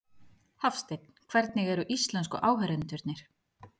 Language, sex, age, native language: Icelandic, female, 30-39, Icelandic